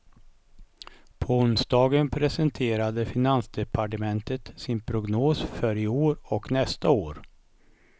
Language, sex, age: Swedish, male, 55